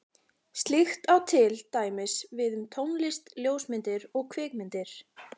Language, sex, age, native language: Icelandic, female, 40-49, Icelandic